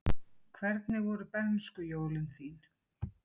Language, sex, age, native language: Icelandic, female, 40-49, Icelandic